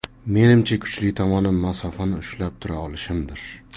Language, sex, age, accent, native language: Uzbek, male, 30-39, Namangan, Uzbek